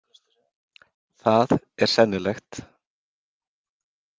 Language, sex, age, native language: Icelandic, male, 40-49, Icelandic